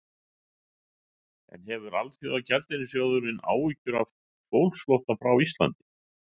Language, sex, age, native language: Icelandic, male, 60-69, Icelandic